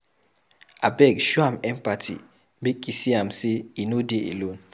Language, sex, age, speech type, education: Nigerian Pidgin, male, 15-29, read, secondary